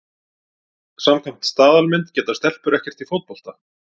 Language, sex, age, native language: Icelandic, male, 40-49, Icelandic